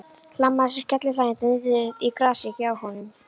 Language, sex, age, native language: Icelandic, female, 11, Icelandic